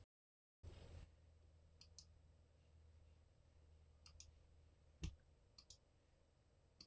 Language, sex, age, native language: Icelandic, male, 60-69, Icelandic